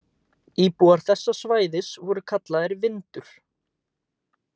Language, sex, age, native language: Icelandic, male, 18-19, Icelandic